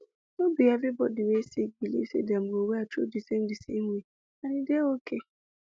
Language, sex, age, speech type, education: Nigerian Pidgin, female, 15-29, spontaneous, tertiary